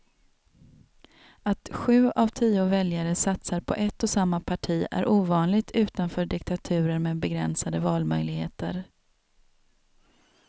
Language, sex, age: Swedish, female, 27